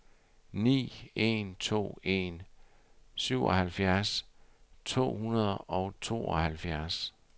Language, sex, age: Danish, male, 60